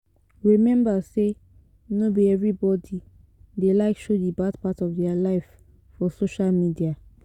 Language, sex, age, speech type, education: Nigerian Pidgin, female, 30-45, spontaneous, tertiary